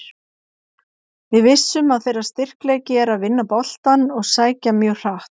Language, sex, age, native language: Icelandic, female, 50-59, Icelandic